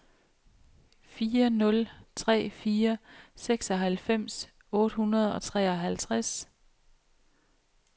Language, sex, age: Danish, female, 28